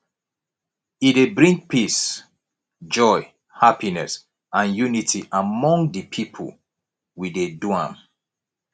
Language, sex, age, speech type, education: Nigerian Pidgin, male, 30-45, spontaneous, tertiary